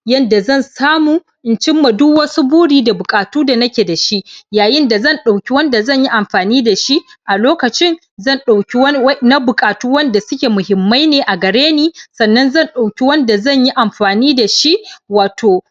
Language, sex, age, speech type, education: Hausa, male, 15-29, spontaneous, primary